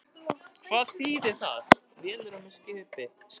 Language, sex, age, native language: Icelandic, male, 13, Icelandic